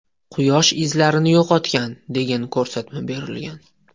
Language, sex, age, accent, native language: Uzbek, male, 18-24, Toshkent viloyati, Uzbek